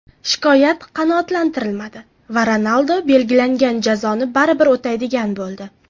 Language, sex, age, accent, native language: Uzbek, female, 18-24, Farg'ona, Uzbek